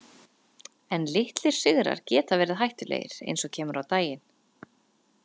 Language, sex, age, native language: Icelandic, female, 30-39, Icelandic